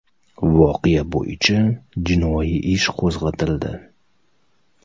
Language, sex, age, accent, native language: Uzbek, male, 35+, Toshkent shahri, Uzbek